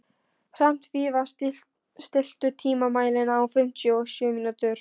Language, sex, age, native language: Icelandic, female, 13, Polish